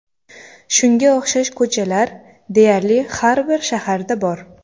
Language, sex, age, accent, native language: Uzbek, female, under 19, Toshkent shahri, Uzbek